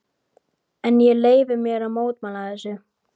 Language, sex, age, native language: Icelandic, male, 12, Icelandic